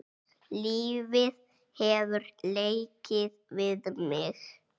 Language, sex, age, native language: Icelandic, male, 6, Icelandic